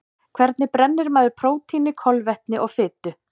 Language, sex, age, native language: Icelandic, female, 40-49, Icelandic